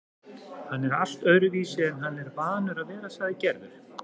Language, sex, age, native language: Icelandic, male, 40-49, Icelandic